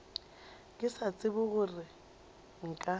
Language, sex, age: Northern Sotho, female, 23